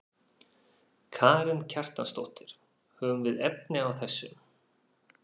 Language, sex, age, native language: Icelandic, male, 40-49, Faroese